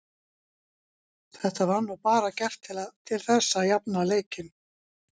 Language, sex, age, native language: Icelandic, female, 60-69, Icelandic